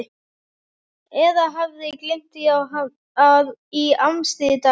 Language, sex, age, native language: Icelandic, female, 11, Icelandic